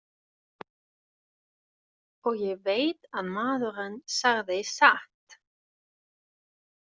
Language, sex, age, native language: Icelandic, female, 20-29, German